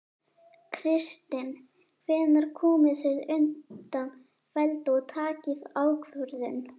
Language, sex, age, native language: Icelandic, female, 11, Icelandic